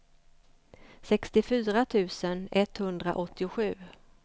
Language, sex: Swedish, female